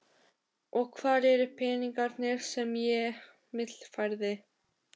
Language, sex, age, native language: Icelandic, female, 13, Albanian